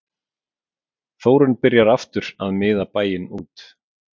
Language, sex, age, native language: Icelandic, male, 40-49, Icelandic